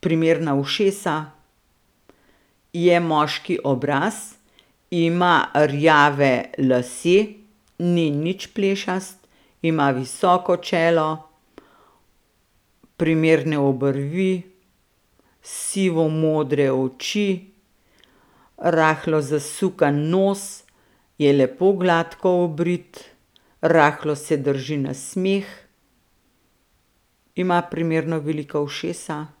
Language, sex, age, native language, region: Slovenian, female, 50-59, Slovenian, Central Slovenia